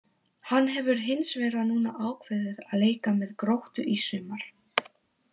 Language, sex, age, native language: Icelandic, female, 18-19, Polish